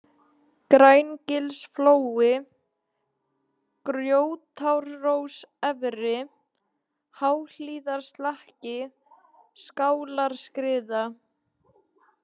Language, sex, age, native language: Icelandic, female, 20-29, Icelandic